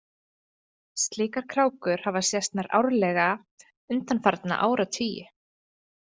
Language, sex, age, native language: Icelandic, female, 20-29, Icelandic